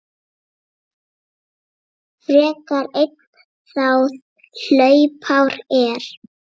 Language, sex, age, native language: Icelandic, male, 8, Icelandic